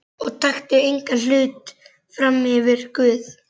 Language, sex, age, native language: Icelandic, male, 11, Icelandic